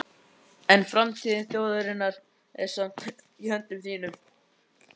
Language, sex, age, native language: Icelandic, male, 12, Icelandic